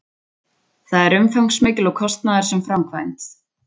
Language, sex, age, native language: Icelandic, female, 20-29, Icelandic